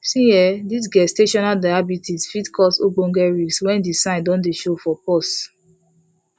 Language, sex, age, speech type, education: Nigerian Pidgin, female, 15-29, spontaneous, tertiary